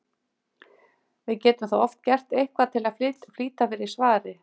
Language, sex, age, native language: Icelandic, female, 50-59, Icelandic